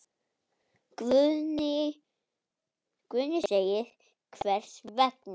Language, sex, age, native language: Icelandic, male, 9, Icelandic